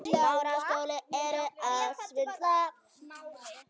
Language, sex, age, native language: Icelandic, female, 9, Icelandic